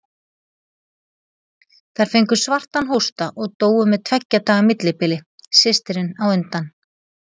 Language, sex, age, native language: Icelandic, female, 30-39, Icelandic